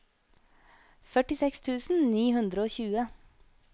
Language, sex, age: Norwegian, female, 25